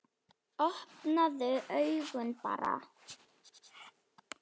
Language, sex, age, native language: Icelandic, female, 8, Slovak